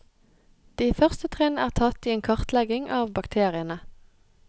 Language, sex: Norwegian, female